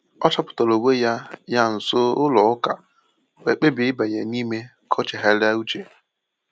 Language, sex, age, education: Igbo, male, 15-29, tertiary